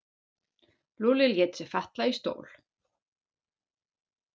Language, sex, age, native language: Icelandic, female, 40-49, German